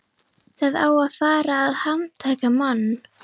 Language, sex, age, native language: Icelandic, female, 11, Icelandic